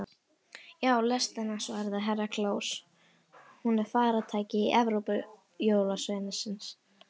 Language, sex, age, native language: Icelandic, female, 18-19, Icelandic